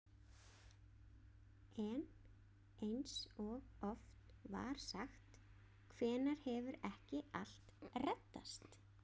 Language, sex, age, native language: Icelandic, female, 20-29, Icelandic